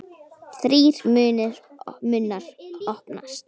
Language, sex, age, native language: Icelandic, female, 9, Icelandic